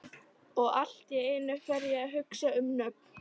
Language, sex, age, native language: Icelandic, female, 13, Icelandic